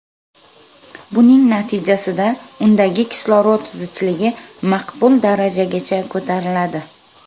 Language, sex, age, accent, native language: Uzbek, female, 25-34, Samarqand, Uzbek